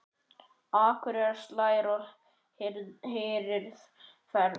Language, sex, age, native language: Icelandic, male, 9, Icelandic